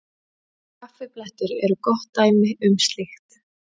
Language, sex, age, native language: Icelandic, female, 20-29, Icelandic